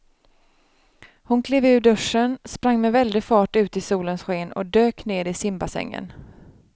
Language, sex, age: Swedish, female, 31